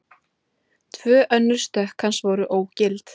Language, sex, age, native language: Icelandic, female, 20-29, Icelandic